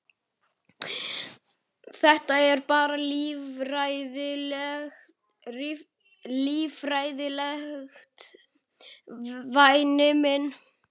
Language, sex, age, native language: Icelandic, male, 11, Icelandic